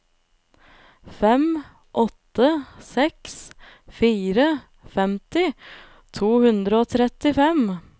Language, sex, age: Norwegian, female, 25